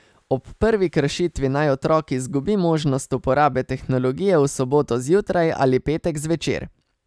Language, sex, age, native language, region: Slovenian, male, 30-49, Slovenian, Savinja region